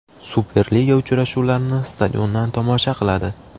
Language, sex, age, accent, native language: Uzbek, male, 18-24, Farg'ona, Uzbek